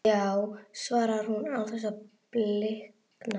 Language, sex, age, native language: Icelandic, female, 11, Icelandic